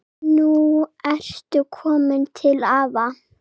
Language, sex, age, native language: Icelandic, female, 7, Serbo-Croatian